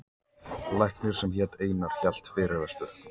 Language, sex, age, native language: Icelandic, male, 14, Icelandic